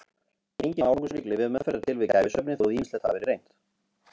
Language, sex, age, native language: Icelandic, male, 50-59, Icelandic